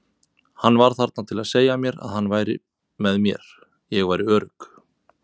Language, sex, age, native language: Icelandic, male, 30-39, Icelandic